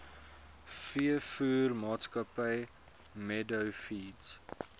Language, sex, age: Afrikaans, male, 22